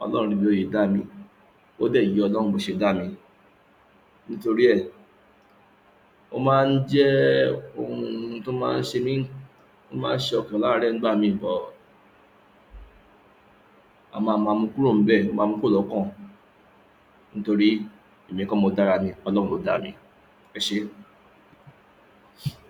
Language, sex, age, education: Yoruba, male, 60+, tertiary